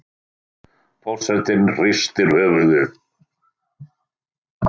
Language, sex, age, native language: Icelandic, male, 60-69, Icelandic